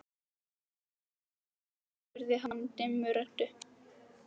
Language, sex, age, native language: Icelandic, female, 13, Icelandic